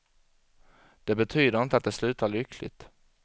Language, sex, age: Swedish, male, 25